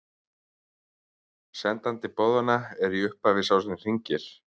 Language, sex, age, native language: Icelandic, male, 30-39, Icelandic